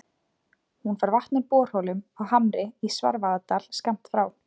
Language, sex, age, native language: Icelandic, female, 20-29, Icelandic